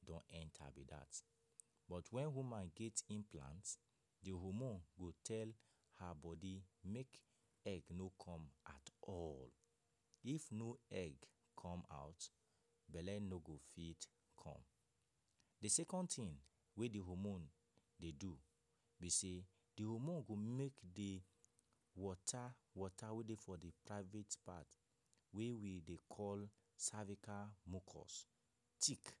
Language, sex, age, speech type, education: Nigerian Pidgin, male, 15-29, spontaneous, tertiary